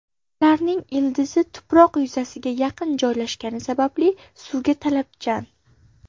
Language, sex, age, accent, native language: Uzbek, female, under 19, Farg'ona, Uzbek